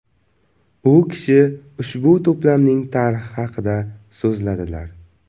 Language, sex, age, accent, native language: Uzbek, male, 18-24, Navoiy, Uzbek